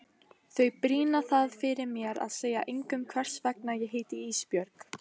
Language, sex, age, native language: Icelandic, female, 18-19, Icelandic